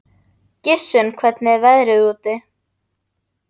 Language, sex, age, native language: Icelandic, female, 40-49, Icelandic